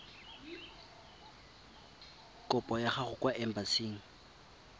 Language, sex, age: Tswana, male, 22